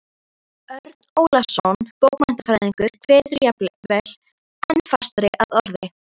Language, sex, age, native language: Icelandic, female, 13, Icelandic